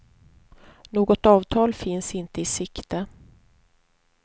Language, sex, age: Swedish, female, 43